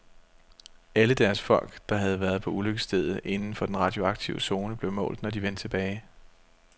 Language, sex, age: Danish, male, 32